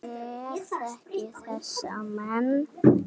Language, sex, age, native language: Icelandic, male, 7, Icelandic